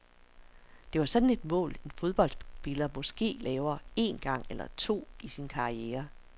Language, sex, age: Danish, female, 60